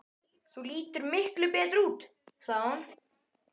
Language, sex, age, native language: Icelandic, male, 12, Icelandic